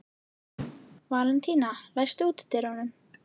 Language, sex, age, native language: Icelandic, female, 11, Icelandic